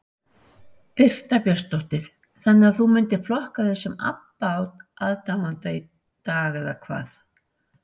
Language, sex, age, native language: Icelandic, female, 60-69, Icelandic